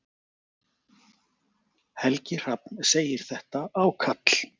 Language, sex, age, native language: Icelandic, male, 40-49, Icelandic